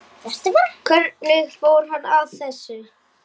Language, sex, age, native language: Icelandic, female, 10, Icelandic